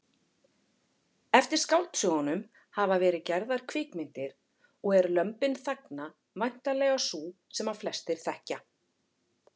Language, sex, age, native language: Icelandic, female, 40-49, Icelandic